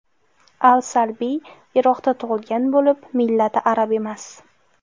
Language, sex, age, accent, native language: Uzbek, female, 18-24, Jizzax, Uzbek